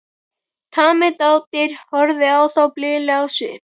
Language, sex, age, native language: Icelandic, male, 12, Icelandic